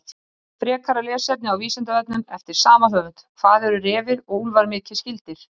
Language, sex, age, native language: Icelandic, male, 30-39, Icelandic